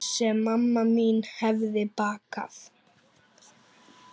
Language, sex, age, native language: Icelandic, male, 9, Icelandic